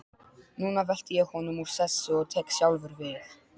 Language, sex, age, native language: Icelandic, male, 12, Polish